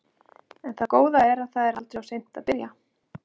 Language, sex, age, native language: Icelandic, female, 40-49, Icelandic